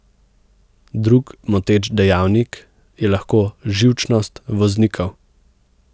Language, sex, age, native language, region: Slovenian, male, 18-29, Slovenian, Central Slovenia